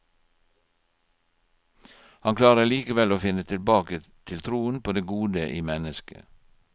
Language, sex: Norwegian, male